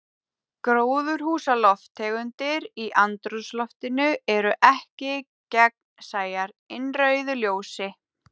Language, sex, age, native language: Icelandic, female, 30-39, Icelandic